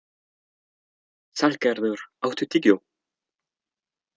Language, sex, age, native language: Icelandic, male, 30-39, French